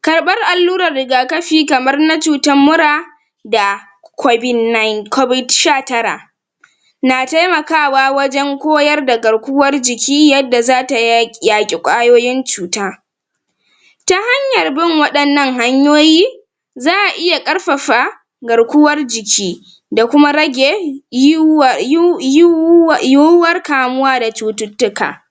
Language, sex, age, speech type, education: Hausa, female, 46-60, spontaneous, tertiary